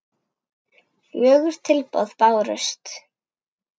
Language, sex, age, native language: Icelandic, female, 9, Icelandic